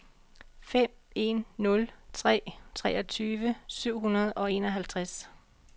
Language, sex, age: Danish, female, 45